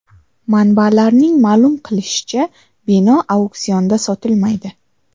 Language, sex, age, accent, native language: Uzbek, female, 12-17, Samarqand, Uzbek